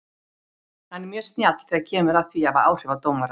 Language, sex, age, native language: Icelandic, female, 30-39, Icelandic